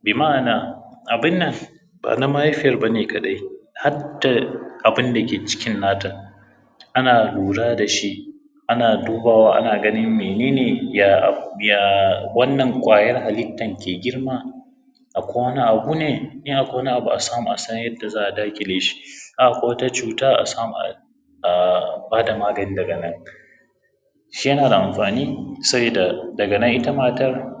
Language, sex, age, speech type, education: Hausa, male, 15-29, spontaneous, secondary